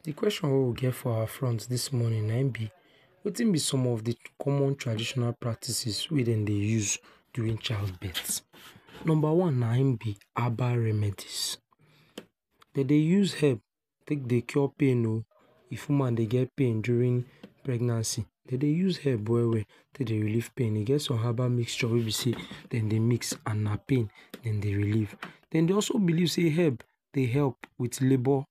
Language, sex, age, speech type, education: Nigerian Pidgin, male, 46-60, spontaneous, tertiary